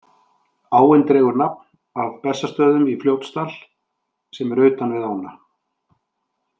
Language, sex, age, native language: Icelandic, male, 50-59, Icelandic